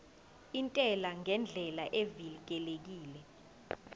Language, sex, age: Zulu, female, 20